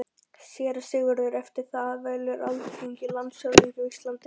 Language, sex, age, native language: Icelandic, male, 12, Icelandic